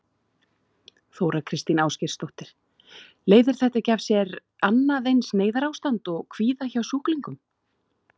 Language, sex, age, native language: Icelandic, female, 30-39, Icelandic